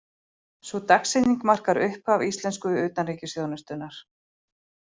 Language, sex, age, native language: Icelandic, female, 40-49, Icelandic